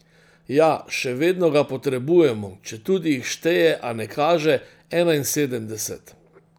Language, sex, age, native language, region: Slovenian, male, 60+, Slovenian, Central Slovenia